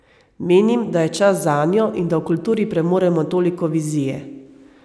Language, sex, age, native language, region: Slovenian, female, 30-49, Slovenian, Savinja region